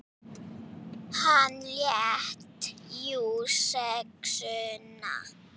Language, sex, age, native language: Icelandic, female, 9, Icelandic